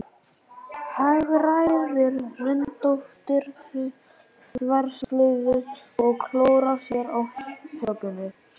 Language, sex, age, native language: Icelandic, male, 11, Icelandic